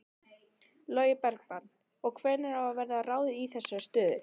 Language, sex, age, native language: Icelandic, female, 12, Icelandic